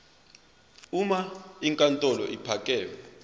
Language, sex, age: Zulu, male, 22